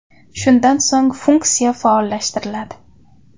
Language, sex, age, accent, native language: Uzbek, female, under 19, Toshkent viloyati, Uzbek